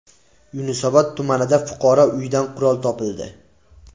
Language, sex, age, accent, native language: Uzbek, male, 18-24, Andijon, Uzbek